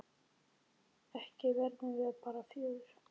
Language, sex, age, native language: Icelandic, male, 10, Icelandic